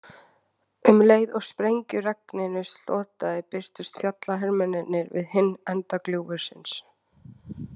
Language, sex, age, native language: Icelandic, female, 20-29, Icelandic